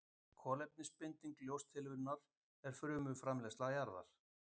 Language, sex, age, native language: Icelandic, male, 50-59, Icelandic